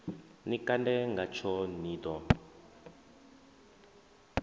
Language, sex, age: Venda, male, 23